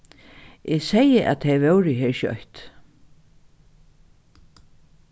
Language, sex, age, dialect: Faroese, female, 36-60, Norðuroyggjar